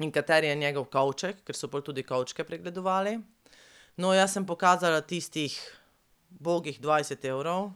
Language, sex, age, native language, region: Slovenian, female, 30-49, Slovenian, Pomurje region